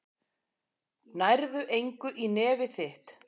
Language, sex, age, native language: Icelandic, female, 10, Icelandic